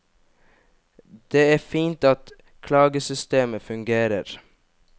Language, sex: Norwegian, male